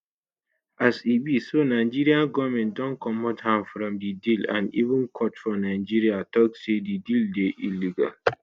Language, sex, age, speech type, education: Nigerian Pidgin, male, 15-29, spontaneous, tertiary